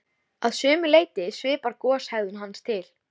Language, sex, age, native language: Icelandic, female, 13, Icelandic